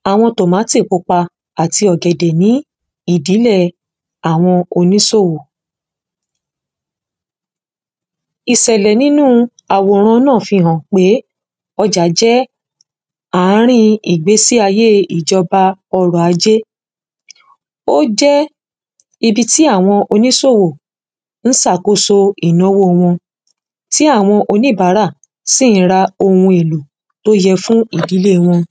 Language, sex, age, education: Yoruba, female, 30-45, secondary